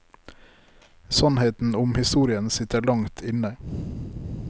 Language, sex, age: Norwegian, male, 33